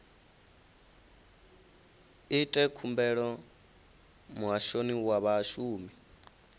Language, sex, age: Venda, male, 19